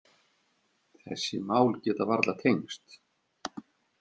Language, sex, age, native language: Icelandic, male, 50-59, Icelandic